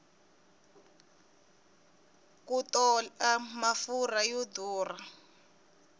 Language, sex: Tsonga, female